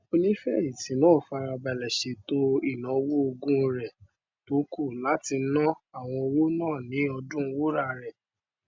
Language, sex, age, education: Yoruba, male, 15-29, tertiary